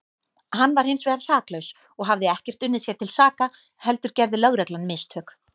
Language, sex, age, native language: Icelandic, female, 18-19, Icelandic